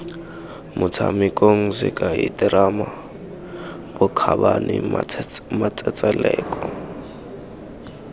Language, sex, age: Tswana, male, 19